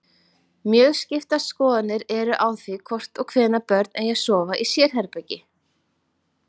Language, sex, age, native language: Icelandic, female, 40-49, Icelandic